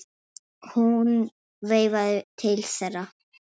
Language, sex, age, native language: Icelandic, female, 6, Icelandic